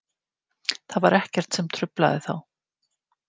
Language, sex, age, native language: Icelandic, female, 50-59, Icelandic